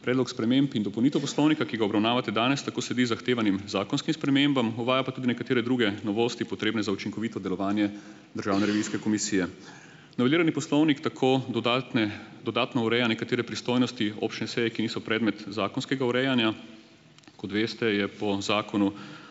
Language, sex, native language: Slovenian, male, Slovenian